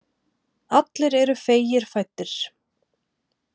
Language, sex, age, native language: Icelandic, female, 30-39, Icelandic